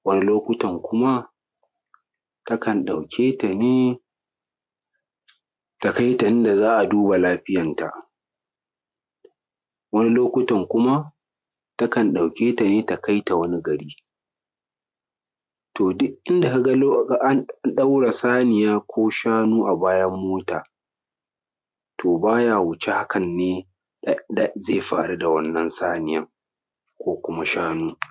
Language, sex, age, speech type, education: Hausa, male, 15-29, spontaneous, secondary